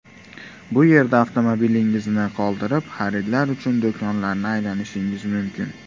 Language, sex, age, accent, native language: Uzbek, male, 19-29, Andijon, Uzbek